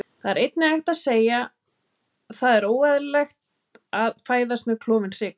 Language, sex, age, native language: Icelandic, female, 30-39, Icelandic